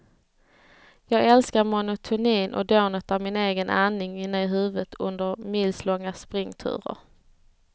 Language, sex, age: Swedish, female, 30